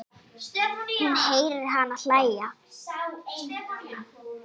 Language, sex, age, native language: Icelandic, female, 8, Icelandic